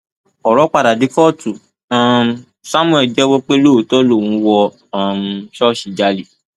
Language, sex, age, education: Yoruba, male, 15-29, tertiary